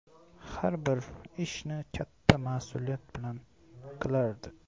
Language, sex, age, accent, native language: Uzbek, male, 18-24, Xorazm, Uzbek